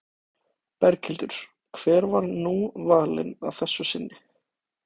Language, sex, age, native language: Icelandic, male, 18-19, Icelandic